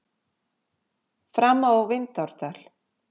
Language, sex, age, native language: Icelandic, female, 50-59, Icelandic